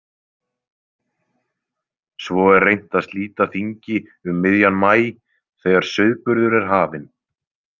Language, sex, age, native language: Icelandic, male, 20-29, Icelandic